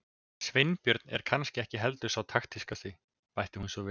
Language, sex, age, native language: Icelandic, male, 20-29, Icelandic